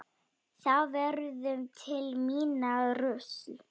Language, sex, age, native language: Icelandic, female, 9, Icelandic